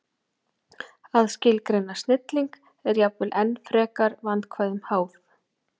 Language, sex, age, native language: Icelandic, female, 40-49, Icelandic